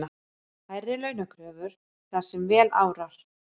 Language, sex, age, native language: Icelandic, female, 30-39, Icelandic